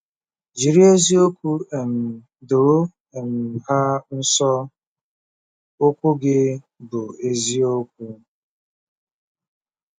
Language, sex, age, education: Igbo, male, 30-45, tertiary